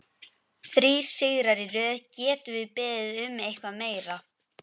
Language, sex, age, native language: Icelandic, female, 11, Icelandic